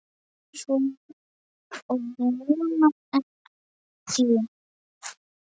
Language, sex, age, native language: Icelandic, male, 7, Icelandic